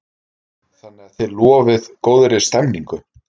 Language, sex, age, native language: Icelandic, male, 30-39, Icelandic